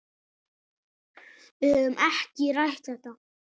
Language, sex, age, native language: Icelandic, male, 8, Icelandic